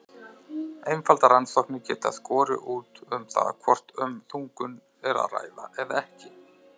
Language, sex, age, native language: Icelandic, male, 30-39, Icelandic